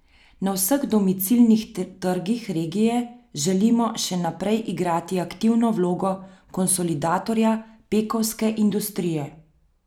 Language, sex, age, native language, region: Slovenian, female, 30-49, Slovenian, Central Slovenia